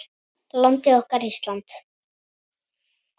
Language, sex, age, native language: Icelandic, female, 10, Icelandic